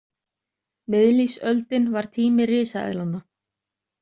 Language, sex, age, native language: Icelandic, other, 30-39, Icelandic